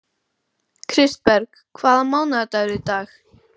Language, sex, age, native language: Icelandic, male, 12, Icelandic